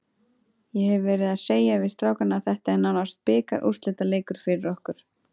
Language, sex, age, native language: Icelandic, female, 20-29, Icelandic